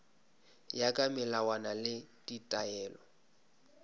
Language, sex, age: Northern Sotho, male, 26